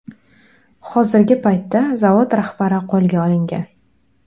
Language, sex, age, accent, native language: Uzbek, female, 18-24, Qashqadaryo, Uzbek